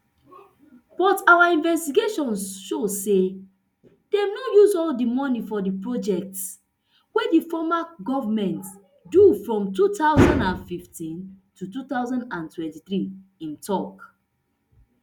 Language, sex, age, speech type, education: Nigerian Pidgin, female, 30-45, spontaneous, tertiary